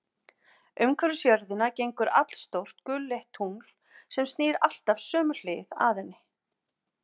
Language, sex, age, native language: Icelandic, female, 50-59, Icelandic